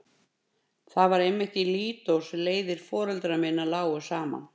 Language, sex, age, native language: Icelandic, female, 50-59, Icelandic